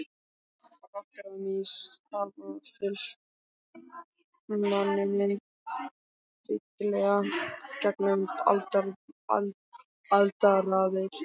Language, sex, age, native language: Icelandic, male, 12, Icelandic